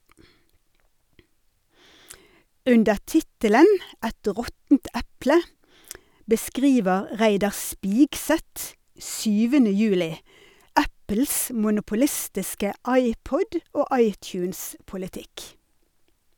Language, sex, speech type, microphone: Norwegian, female, read, Sennheiser